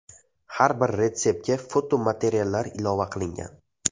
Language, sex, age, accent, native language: Uzbek, male, 18-24, Andijon, Uzbek